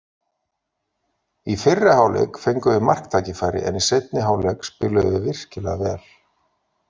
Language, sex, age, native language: Icelandic, male, 40-49, Icelandic